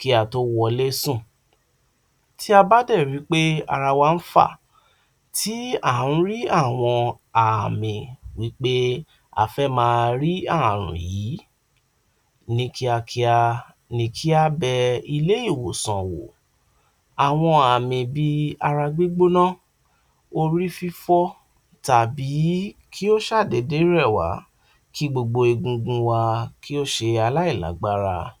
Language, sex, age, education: Yoruba, male, 46-60, tertiary